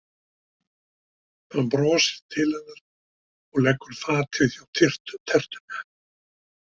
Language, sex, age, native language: Icelandic, male, 60-69, Icelandic